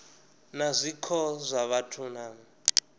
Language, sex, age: Venda, male, 19